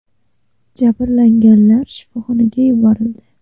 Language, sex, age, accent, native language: Uzbek, female, 18-24, Namangan, Uzbek